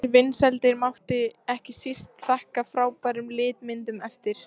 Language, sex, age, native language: Icelandic, female, 14, Icelandic